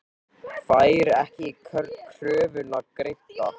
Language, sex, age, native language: Icelandic, male, 18-19, Icelandic